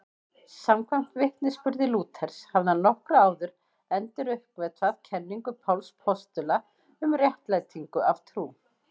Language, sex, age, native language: Icelandic, female, 20-29, Icelandic